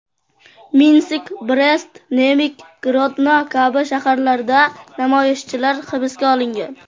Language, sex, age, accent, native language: Uzbek, male, 12-17, Surxondaryo, Uzbek